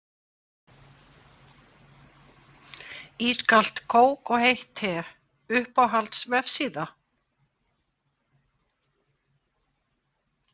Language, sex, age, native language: Icelandic, female, 60-69, Icelandic